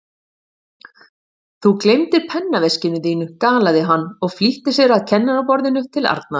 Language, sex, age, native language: Icelandic, female, 50-59, Icelandic